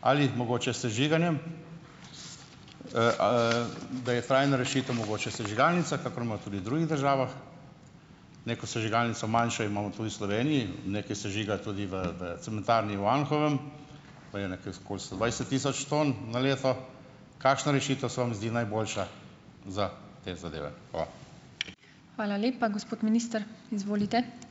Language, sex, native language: Slovenian, male, Slovenian